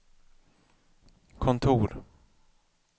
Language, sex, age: Swedish, male, 31